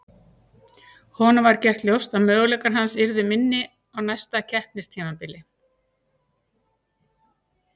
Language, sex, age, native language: Icelandic, female, 60-69, Icelandic